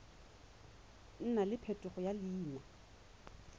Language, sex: Tswana, female